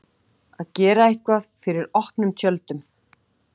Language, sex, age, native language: Icelandic, female, 40-49, Icelandic